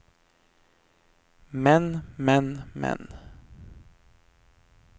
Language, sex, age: Norwegian, male, 23